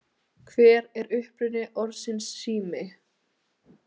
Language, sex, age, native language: Icelandic, female, 18-19, Icelandic